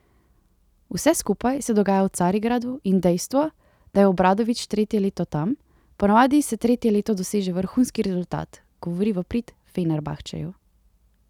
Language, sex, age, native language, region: Slovenian, female, 18-29, Slovenian, Central Slovenia